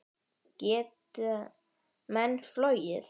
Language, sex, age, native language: Icelandic, male, 10, Icelandic